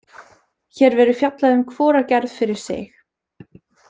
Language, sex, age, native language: Icelandic, female, 20-29, Icelandic